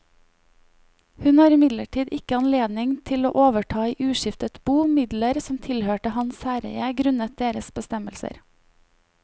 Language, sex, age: Norwegian, female, 25